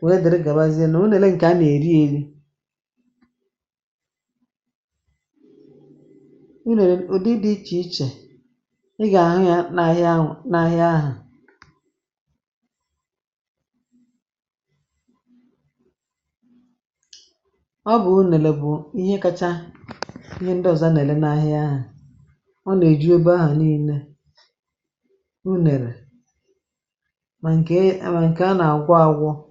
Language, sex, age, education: Igbo, female, 46-60, tertiary